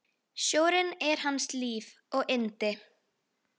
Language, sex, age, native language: Icelandic, female, 13, Icelandic